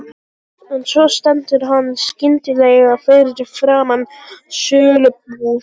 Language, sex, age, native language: Icelandic, other, 18-19, Polish